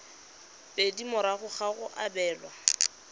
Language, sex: Tswana, female